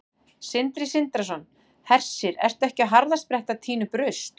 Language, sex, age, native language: Icelandic, female, 40-49, Icelandic